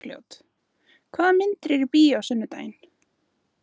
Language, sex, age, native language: Icelandic, female, 20-29, Icelandic